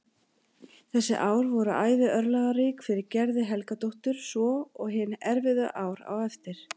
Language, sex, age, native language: Icelandic, female, 40-49, Icelandic